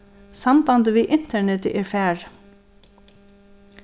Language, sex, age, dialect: Faroese, female, 36-60, Suðurstreymoy